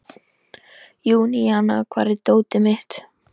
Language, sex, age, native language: Icelandic, female, 13, Icelandic